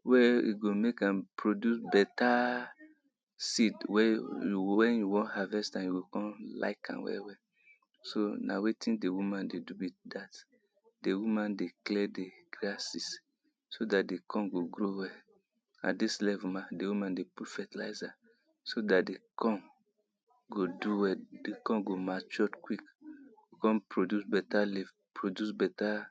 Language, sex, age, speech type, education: Nigerian Pidgin, male, 30-45, spontaneous, tertiary